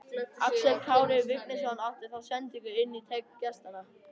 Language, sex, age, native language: Icelandic, male, 18-19, Icelandic